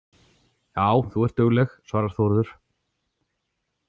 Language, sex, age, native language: Icelandic, male, 40-49, Icelandic